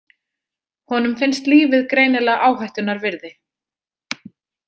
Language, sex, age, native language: Icelandic, female, 30-39, Icelandic